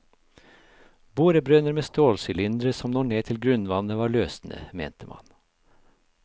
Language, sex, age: Norwegian, male, 56